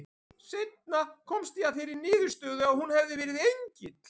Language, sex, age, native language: Icelandic, male, 40-49, Icelandic